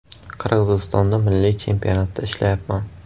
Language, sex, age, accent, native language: Uzbek, male, 18-24, Buxoro, Uzbek